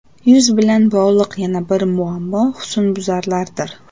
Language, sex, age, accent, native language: Uzbek, female, 18-24, Namangan, Uzbek